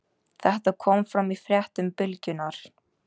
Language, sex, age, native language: Icelandic, female, 18-19, Icelandic